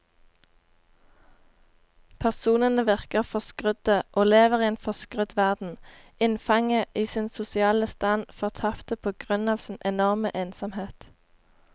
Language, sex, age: Norwegian, female, 18